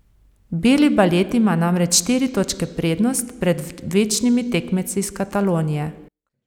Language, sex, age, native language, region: Slovenian, female, 30-49, Slovenian, Savinja region